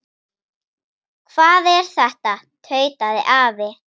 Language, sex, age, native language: Icelandic, female, 9, Icelandic